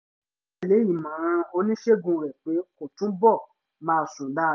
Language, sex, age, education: Yoruba, male, 15-29, tertiary